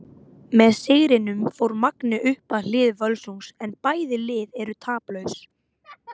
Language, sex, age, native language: Icelandic, female, 18-19, Icelandic